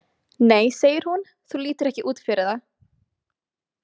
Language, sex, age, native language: Icelandic, female, 20-29, Icelandic